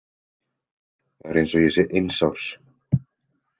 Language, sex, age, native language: Icelandic, male, 20-29, Icelandic